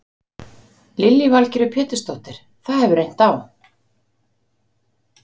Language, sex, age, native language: Icelandic, female, 50-59, Icelandic